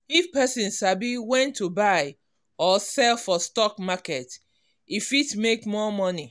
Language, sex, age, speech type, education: Nigerian Pidgin, female, 46-60, spontaneous, tertiary